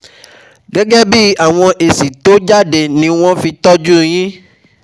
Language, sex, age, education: Yoruba, male, 15-29, tertiary